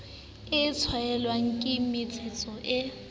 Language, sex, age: Southern Sotho, female, 18